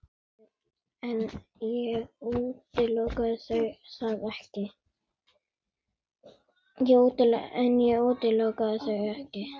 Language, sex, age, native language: Icelandic, female, 9, Icelandic